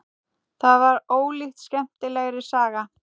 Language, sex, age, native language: Icelandic, female, 18-19, Icelandic